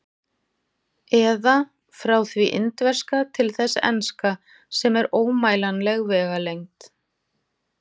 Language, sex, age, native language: Icelandic, female, 40-49, Icelandic